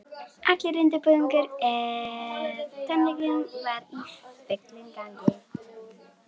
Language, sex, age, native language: Icelandic, female, 11, Icelandic